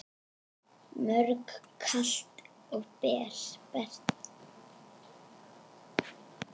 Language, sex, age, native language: Icelandic, female, 8, Icelandic